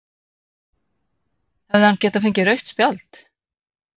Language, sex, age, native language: Icelandic, female, 40-49, Icelandic